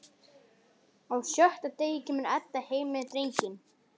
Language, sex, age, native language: Icelandic, male, 11, Icelandic